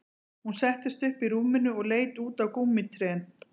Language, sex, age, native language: Icelandic, female, 40-49, Icelandic